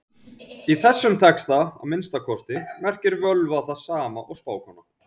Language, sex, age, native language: Icelandic, male, 40-49, Icelandic